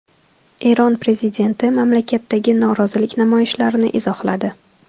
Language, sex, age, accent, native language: Uzbek, female, 18-24, Toshkent viloyati, Tajik